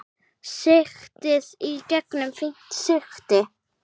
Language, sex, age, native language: Icelandic, female, 9, Icelandic